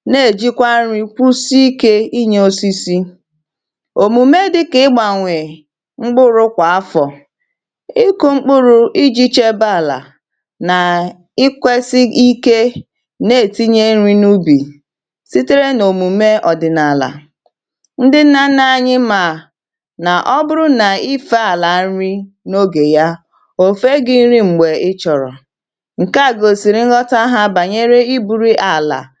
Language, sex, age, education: Igbo, female, 15-29, tertiary